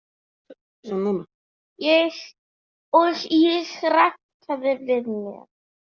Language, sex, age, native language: Icelandic, female, 7, Icelandic